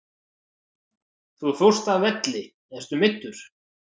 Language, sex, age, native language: Icelandic, male, 40-49, Icelandic